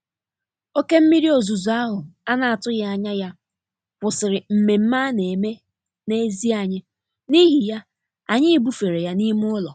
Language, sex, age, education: Igbo, female, 15-29, tertiary